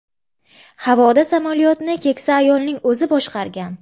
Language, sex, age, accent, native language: Uzbek, female, 18-24, Namangan, Uzbek